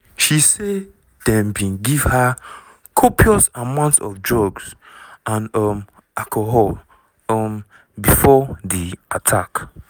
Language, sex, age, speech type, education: Nigerian Pidgin, male, 15-29, spontaneous, tertiary